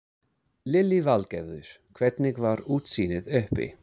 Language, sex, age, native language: Icelandic, male, 30-39, English